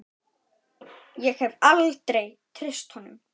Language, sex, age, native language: Icelandic, male, 9, Icelandic